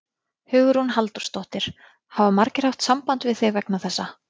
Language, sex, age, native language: Icelandic, female, 20-29, Icelandic